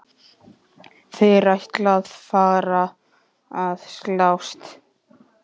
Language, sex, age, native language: Icelandic, male, 11, Icelandic